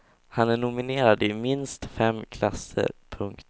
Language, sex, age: Swedish, male, 16